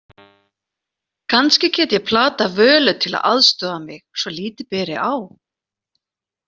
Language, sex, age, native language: Icelandic, female, 40-49, Icelandic